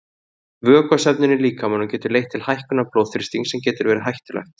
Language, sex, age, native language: Icelandic, male, 30-39, Icelandic